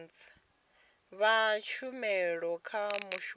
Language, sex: Venda, female